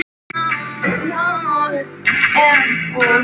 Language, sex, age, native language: Icelandic, female, 10, Icelandic